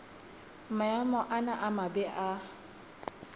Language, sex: Southern Sotho, female